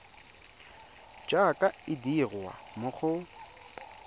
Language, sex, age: Tswana, male, 22